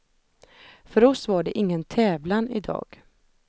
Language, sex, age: Swedish, female, 32